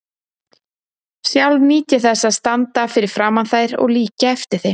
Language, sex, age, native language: Icelandic, female, 30-39, Icelandic